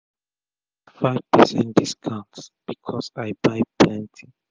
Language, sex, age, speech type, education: Nigerian Pidgin, male, 30-45, spontaneous, tertiary